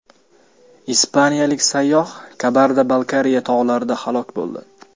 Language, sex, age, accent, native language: Uzbek, male, 12-17, Samarqand, Uzbek